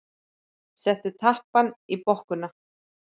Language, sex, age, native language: Icelandic, female, 30-39, Icelandic